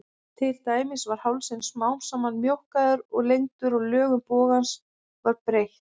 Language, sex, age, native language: Icelandic, female, 30-39, Icelandic